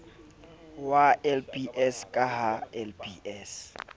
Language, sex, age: Southern Sotho, male, 23